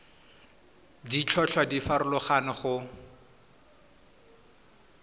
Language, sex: Tswana, male